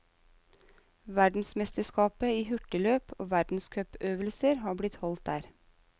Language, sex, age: Norwegian, female, 35